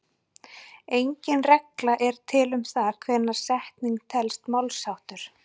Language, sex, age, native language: Icelandic, female, 40-49, Icelandic